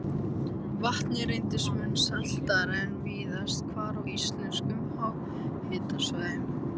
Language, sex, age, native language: Icelandic, male, 13, Icelandic